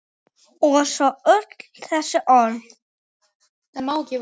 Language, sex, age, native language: Icelandic, male, 6, Icelandic